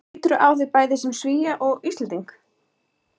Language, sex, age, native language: Icelandic, female, 30-39, Icelandic